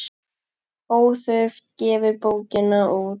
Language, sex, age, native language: Icelandic, female, 10, Icelandic